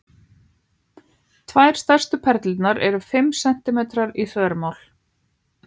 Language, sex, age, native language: Icelandic, other, 15, Icelandic